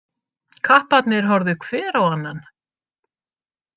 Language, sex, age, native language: Icelandic, female, 50-59, Icelandic